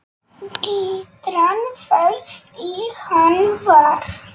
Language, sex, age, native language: Icelandic, male, 9, Polish